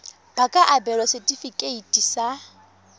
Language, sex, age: Tswana, female, 21